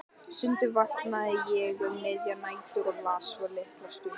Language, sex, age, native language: Icelandic, female, 18-19, Icelandic